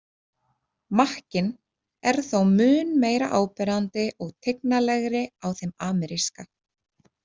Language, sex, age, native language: Icelandic, female, 30-39, Icelandic